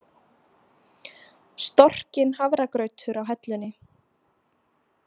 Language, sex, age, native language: Icelandic, female, 20-29, Icelandic